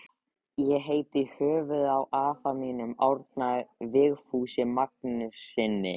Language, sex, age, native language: Icelandic, male, 13, Icelandic